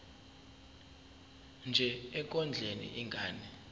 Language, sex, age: Zulu, male, 23